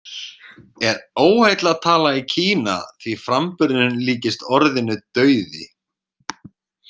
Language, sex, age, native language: Icelandic, male, 30-39, Icelandic